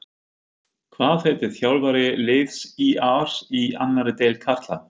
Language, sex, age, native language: Icelandic, male, 50-59, German